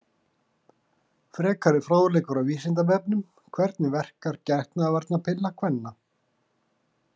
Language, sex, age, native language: Icelandic, male, 40-49, Icelandic